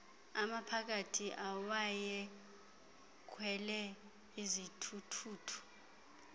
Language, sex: Xhosa, female